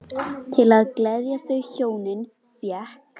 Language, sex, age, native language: Icelandic, female, 11, Icelandic